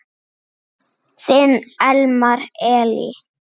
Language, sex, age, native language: Icelandic, male, 6, Icelandic